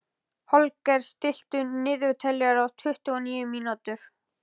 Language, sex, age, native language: Icelandic, male, 11, Icelandic